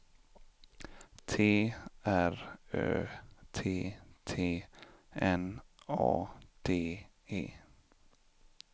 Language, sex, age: Swedish, male, 25